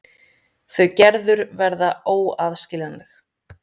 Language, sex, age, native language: Icelandic, female, 30-39, Icelandic